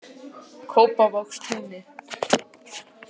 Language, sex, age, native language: Icelandic, male, 18-19, Icelandic